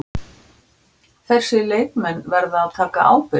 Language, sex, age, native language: Icelandic, female, 60-69, Icelandic